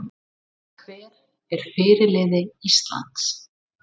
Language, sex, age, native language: Icelandic, female, 30-39, Icelandic